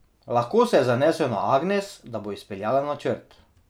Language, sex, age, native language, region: Slovenian, male, 30-49, Slovenian, Drava region